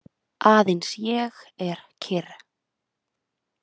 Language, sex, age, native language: Icelandic, female, 20-29, Icelandic